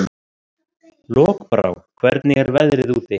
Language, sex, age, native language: Icelandic, male, 30-39, Icelandic